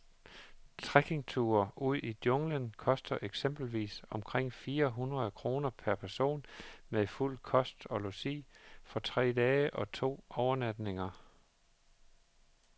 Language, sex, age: Danish, male, 51